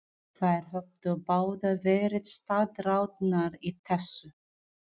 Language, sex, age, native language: Icelandic, female, 40-49, Filipino